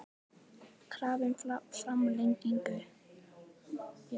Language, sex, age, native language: Icelandic, female, 18-19, Icelandic